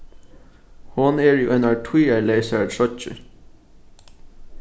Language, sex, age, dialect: Faroese, male, 15-35, Norðuroyggjar